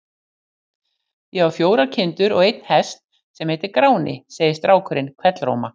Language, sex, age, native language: Icelandic, female, 60-69, Icelandic